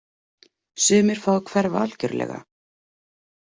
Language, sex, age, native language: Icelandic, female, 40-49, Icelandic